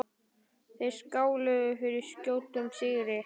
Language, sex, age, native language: Icelandic, male, 10, Icelandic